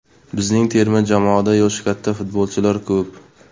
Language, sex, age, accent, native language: Uzbek, male, 18-24, Sirdaryo, Uzbek